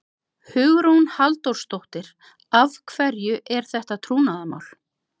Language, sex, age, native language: Icelandic, other, 50-59, Icelandic